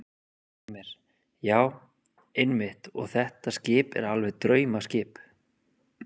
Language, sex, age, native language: Icelandic, male, 30-39, Icelandic